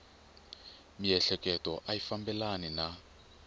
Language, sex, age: Tsonga, male, 24